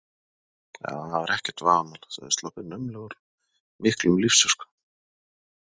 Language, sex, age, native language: Icelandic, male, 40-49, Icelandic